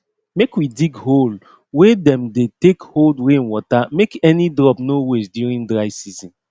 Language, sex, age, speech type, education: Nigerian Pidgin, male, 30-45, spontaneous, tertiary